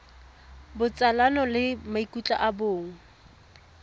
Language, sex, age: Tswana, female, 18